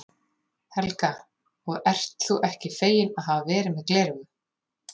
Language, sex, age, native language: Icelandic, female, 30-39, Icelandic